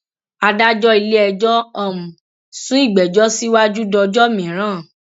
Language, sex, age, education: Yoruba, female, 15-29, tertiary